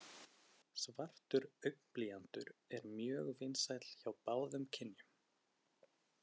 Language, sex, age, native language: Icelandic, male, 20-29, Icelandic